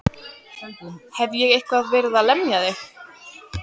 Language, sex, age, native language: Icelandic, female, 14, Icelandic